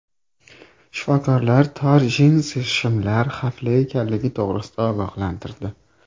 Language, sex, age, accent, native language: Uzbek, male, under 19, Toshkent shahri, Uzbek